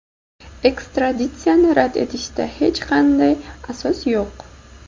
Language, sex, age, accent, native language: Uzbek, female, 19-29, Buxoro, Uzbek